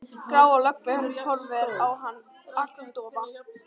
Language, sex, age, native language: Icelandic, female, 11, Icelandic